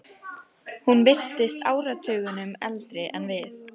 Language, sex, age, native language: Icelandic, female, 14, Icelandic